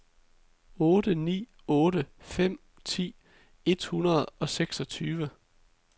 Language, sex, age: Danish, male, 33